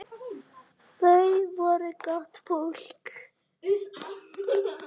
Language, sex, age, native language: Icelandic, female, 8, Icelandic